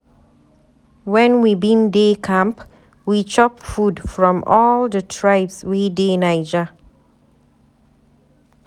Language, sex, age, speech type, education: Nigerian Pidgin, female, 30-45, read, tertiary